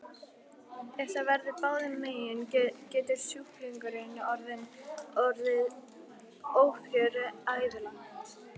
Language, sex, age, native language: Icelandic, female, 11, Icelandic